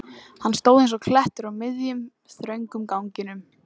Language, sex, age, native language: Icelandic, female, 14, Icelandic